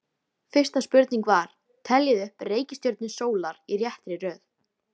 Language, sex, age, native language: Icelandic, female, 13, Icelandic